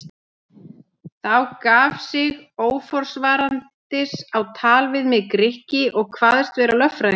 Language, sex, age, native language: Icelandic, female, 30-39, Icelandic